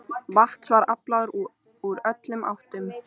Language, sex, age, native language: Icelandic, female, 13, Icelandic